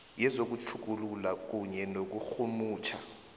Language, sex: South Ndebele, male